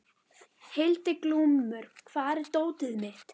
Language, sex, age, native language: Icelandic, female, 12, Icelandic